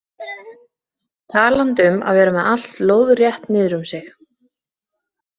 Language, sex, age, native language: Icelandic, female, 20-29, Icelandic